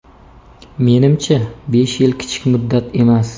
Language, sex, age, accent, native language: Uzbek, male, 25-34, Samarqand, Uzbek